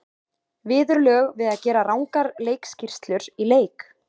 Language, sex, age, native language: Icelandic, female, 20-29, Icelandic